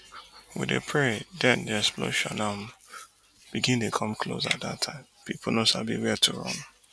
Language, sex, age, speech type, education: Nigerian Pidgin, male, 30-45, spontaneous, tertiary